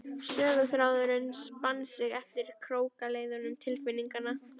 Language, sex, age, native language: Icelandic, female, 13, Icelandic